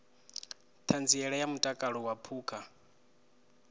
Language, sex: Venda, male